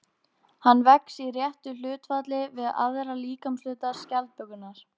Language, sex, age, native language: Icelandic, female, 18-19, Icelandic